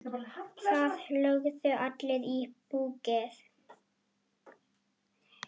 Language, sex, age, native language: Icelandic, female, 9, Icelandic